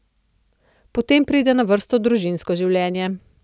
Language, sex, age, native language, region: Slovenian, female, 30-49, Slovenian, Central Slovenia